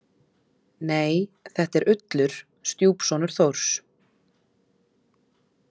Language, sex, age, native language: Icelandic, female, 30-39, Icelandic